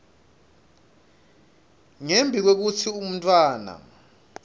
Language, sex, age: Swati, male, 26